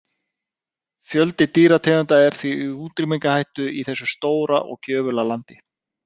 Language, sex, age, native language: Icelandic, male, 30-39, Icelandic